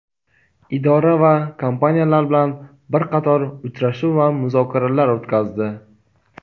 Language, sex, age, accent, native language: Uzbek, male, 18-24, Toshkent viloyati, Uzbek